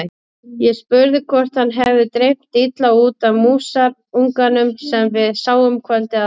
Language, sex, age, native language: Icelandic, female, 30-39, Icelandic